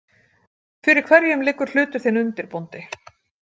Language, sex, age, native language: Icelandic, female, 40-49, Icelandic